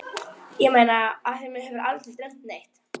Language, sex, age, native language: Icelandic, female, 11, Icelandic